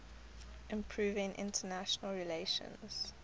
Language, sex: English, female